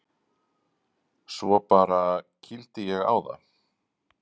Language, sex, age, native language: Icelandic, male, 40-49, Icelandic